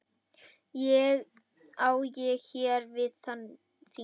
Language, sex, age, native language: Icelandic, female, 10, Icelandic